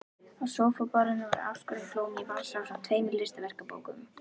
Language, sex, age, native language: Icelandic, female, 11, Icelandic